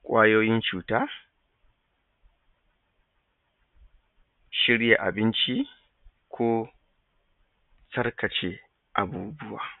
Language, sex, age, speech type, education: Hausa, male, 30-45, spontaneous, tertiary